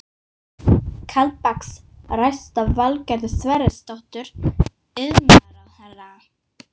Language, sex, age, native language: Icelandic, female, 18-19, English